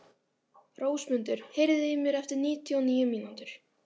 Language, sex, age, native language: Icelandic, female, 12, Icelandic